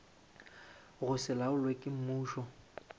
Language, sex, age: Northern Sotho, male, 18